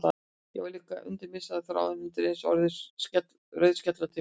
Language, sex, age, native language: Icelandic, female, 60-69, Icelandic